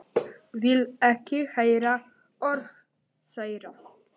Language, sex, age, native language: Icelandic, male, 10, Icelandic